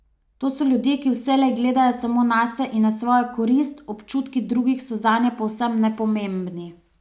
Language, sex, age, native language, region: Slovenian, female, 30-49, Slovenian, Savinja region